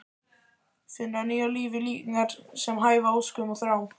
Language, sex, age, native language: Icelandic, male, 12, Icelandic